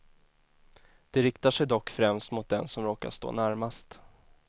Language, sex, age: Swedish, male, 24